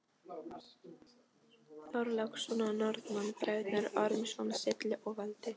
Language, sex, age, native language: Icelandic, female, 13, Polish